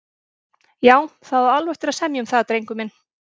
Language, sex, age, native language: Icelandic, female, 30-39, Icelandic